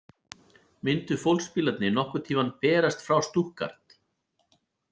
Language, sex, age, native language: Icelandic, male, 40-49, Icelandic